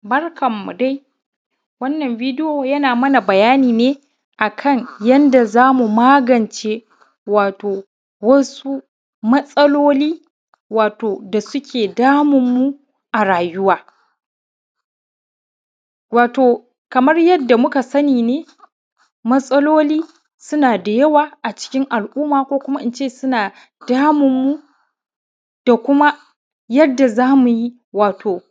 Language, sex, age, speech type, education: Hausa, male, 30-45, spontaneous, primary